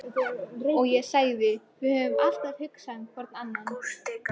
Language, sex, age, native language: Icelandic, female, 13, Icelandic